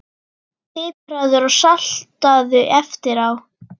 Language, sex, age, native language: Icelandic, female, 10, Icelandic